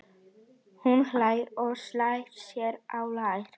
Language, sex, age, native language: Icelandic, female, 40-49, Icelandic